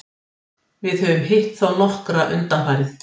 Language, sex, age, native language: Icelandic, female, 60-69, Icelandic